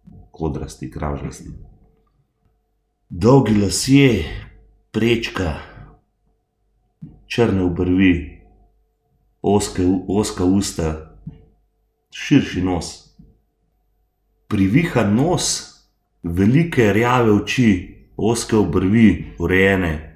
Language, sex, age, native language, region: Slovenian, male, 30-49, Slovenian, Gorenjska region